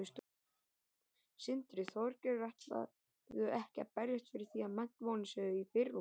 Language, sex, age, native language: Icelandic, male, 18-19, Icelandic